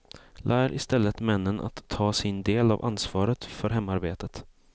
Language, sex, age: Swedish, male, 18